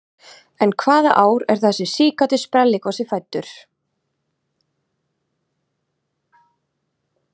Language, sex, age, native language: Icelandic, female, 30-39, Icelandic